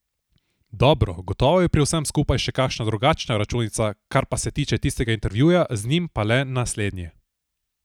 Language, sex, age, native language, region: Slovenian, male, 18-29, Slovenian, Southeast Slovenia